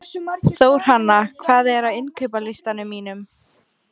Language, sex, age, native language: Icelandic, female, 13, Icelandic